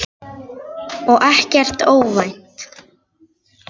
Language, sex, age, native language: Icelandic, female, 9, Icelandic